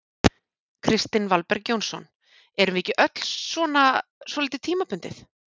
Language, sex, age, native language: Icelandic, female, 40-49, Icelandic